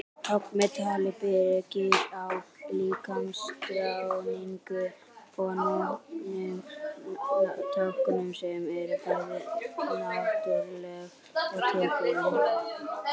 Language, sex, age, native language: Icelandic, female, 60-69, Icelandic